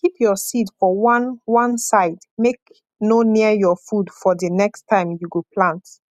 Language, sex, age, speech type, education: Nigerian Pidgin, female, 15-29, spontaneous, tertiary